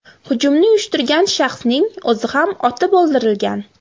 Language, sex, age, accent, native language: Uzbek, female, 18-24, Farg'ona, Uzbek